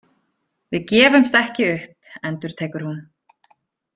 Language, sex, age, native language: Icelandic, female, 30-39, Icelandic